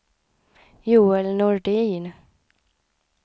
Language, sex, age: Swedish, female, 26